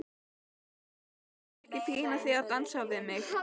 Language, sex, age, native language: Icelandic, female, 12, Icelandic